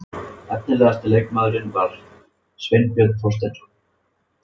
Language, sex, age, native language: Icelandic, male, 30-39, Icelandic